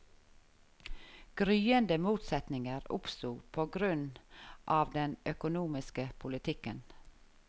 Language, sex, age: Norwegian, female, 51